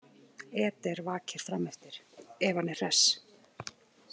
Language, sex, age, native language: Icelandic, female, 30-39, Icelandic